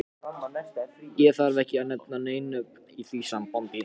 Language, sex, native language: Icelandic, other, Japanese